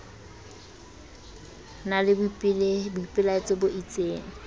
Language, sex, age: Southern Sotho, female, 22